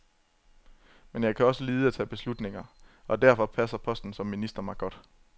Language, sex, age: Danish, male, 27